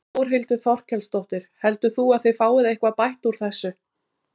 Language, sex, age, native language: Icelandic, female, 40-49, Icelandic